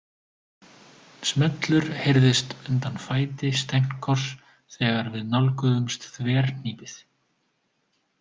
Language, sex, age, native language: Icelandic, male, 20-29, Icelandic